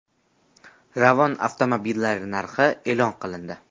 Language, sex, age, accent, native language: Uzbek, male, 12-17, Jizzax, Uzbek